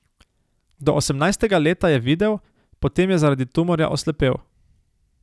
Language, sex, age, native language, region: Slovenian, male, 18-29, Slovenian, Savinja region